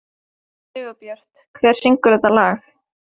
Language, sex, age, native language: Icelandic, female, 20-29, Norwegian